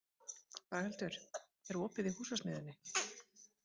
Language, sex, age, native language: Icelandic, female, 30-39, Icelandic